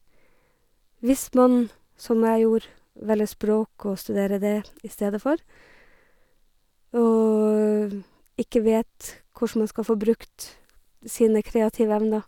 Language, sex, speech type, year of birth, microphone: Norwegian, female, spontaneous, 1969, Sennheiser